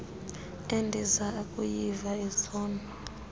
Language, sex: Xhosa, female